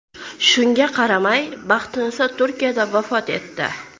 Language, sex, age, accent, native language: Uzbek, female, 18-24, Surxondaryo, Uzbek